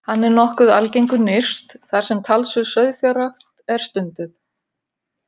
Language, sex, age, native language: Icelandic, female, 50-59, Icelandic